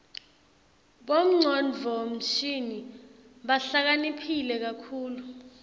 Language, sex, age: Swati, female, 20